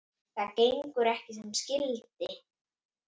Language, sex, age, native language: Icelandic, female, 8, Icelandic